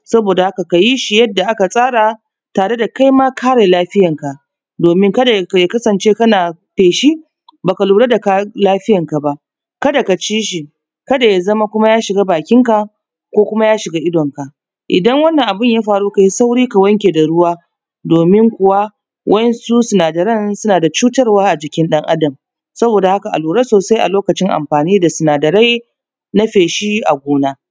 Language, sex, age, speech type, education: Hausa, female, 30-45, spontaneous, tertiary